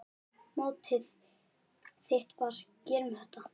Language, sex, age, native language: Icelandic, male, 9, Icelandic